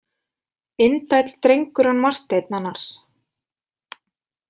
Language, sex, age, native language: Icelandic, female, 20-29, Icelandic